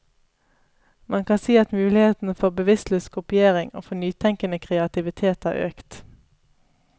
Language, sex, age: Norwegian, female, 31